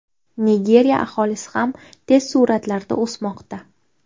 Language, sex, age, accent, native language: Uzbek, female, 18-24, Qashqadaryo, Uzbek